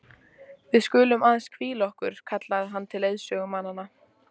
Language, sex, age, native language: Icelandic, female, 14, Icelandic